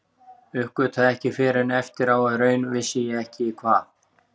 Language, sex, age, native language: Icelandic, male, 40-49, Icelandic